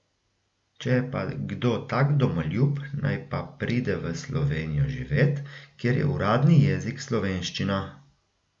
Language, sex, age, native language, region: Slovenian, male, 30-49, Slovenian, Gorica region